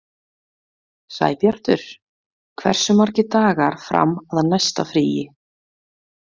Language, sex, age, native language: Icelandic, female, 30-39, Icelandic